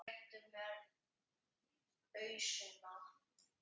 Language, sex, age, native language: Icelandic, male, 10, Icelandic